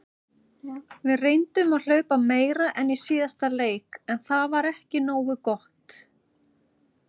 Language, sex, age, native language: Icelandic, female, 30-39, Icelandic